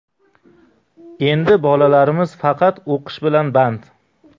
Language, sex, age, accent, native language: Uzbek, male, 35+, Qashqadaryo, Uzbek